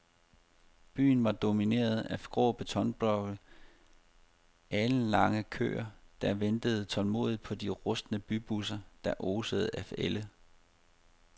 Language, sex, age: Danish, male, 30